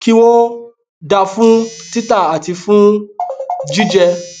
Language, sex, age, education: Yoruba, male, 30-45, tertiary